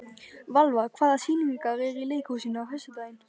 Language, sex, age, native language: Icelandic, male, 12, Icelandic